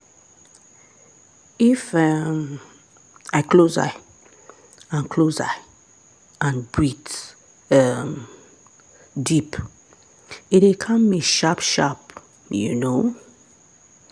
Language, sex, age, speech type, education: Nigerian Pidgin, female, 30-45, spontaneous, tertiary